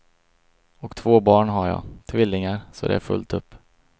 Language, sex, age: Swedish, male, 22